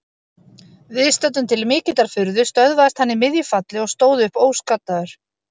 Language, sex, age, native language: Icelandic, female, 30-39, Icelandic